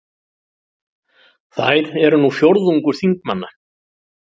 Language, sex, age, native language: Icelandic, male, 60-69, Icelandic